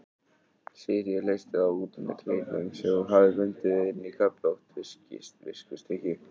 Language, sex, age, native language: Icelandic, male, 18-19, Icelandic